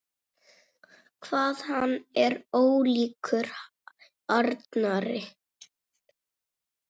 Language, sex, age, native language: Icelandic, female, 6, Icelandic